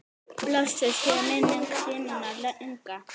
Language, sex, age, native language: Icelandic, female, 9, Icelandic